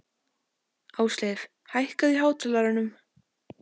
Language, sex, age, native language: Icelandic, female, 14, Icelandic